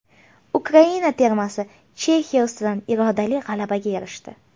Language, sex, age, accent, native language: Uzbek, female, 25-34, Farg'ona, Uzbek